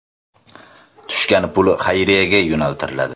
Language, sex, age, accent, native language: Uzbek, male, 18-24, Navoiy, Uzbek